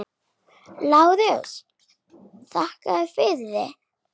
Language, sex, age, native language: Icelandic, male, 8, Icelandic